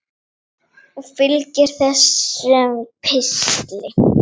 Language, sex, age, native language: Icelandic, female, 7, Icelandic